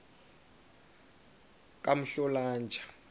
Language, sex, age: South Ndebele, male, 22